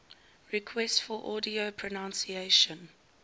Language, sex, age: English, female, 19